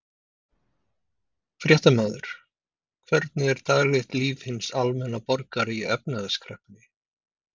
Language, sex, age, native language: Icelandic, male, 50-59, Icelandic